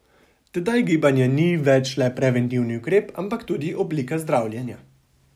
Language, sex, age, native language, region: Slovenian, male, 18-29, Slovenian, Savinja region